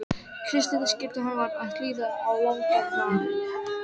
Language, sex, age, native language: Icelandic, female, 12, Icelandic